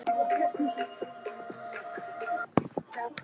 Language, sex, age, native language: Icelandic, male, 9, Icelandic